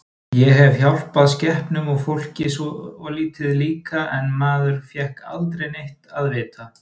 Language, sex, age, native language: Icelandic, male, 30-39, Icelandic